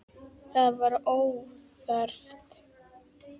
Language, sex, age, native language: Icelandic, female, 10, Icelandic